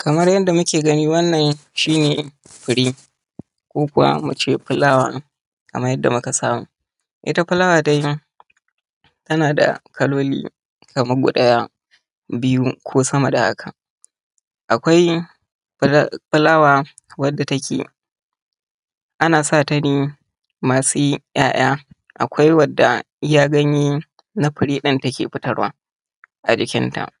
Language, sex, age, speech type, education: Hausa, male, 30-45, spontaneous, tertiary